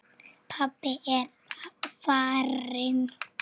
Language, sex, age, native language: Icelandic, female, 7, Icelandic